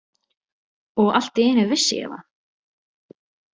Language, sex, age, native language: Icelandic, female, 18-19, Icelandic